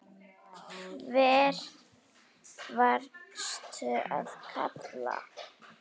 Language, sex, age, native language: Icelandic, female, 8, Icelandic